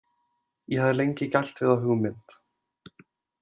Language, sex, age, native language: Icelandic, male, 20-29, Icelandic